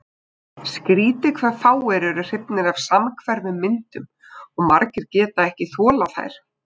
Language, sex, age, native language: Icelandic, female, 20-29, Icelandic